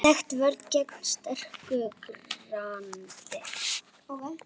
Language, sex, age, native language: Icelandic, female, 8, Icelandic